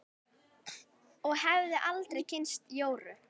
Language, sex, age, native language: Icelandic, female, 10, Icelandic